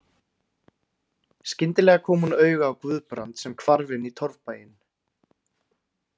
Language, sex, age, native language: Icelandic, male, 20-29, Icelandic